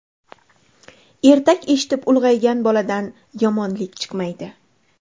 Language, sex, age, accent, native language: Uzbek, female, 25-34, Andijon, Uzbek